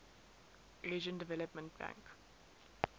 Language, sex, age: English, female, 19